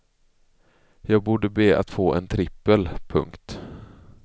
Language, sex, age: Swedish, male, 24